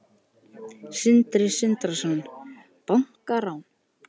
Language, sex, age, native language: Icelandic, male, 13, Icelandic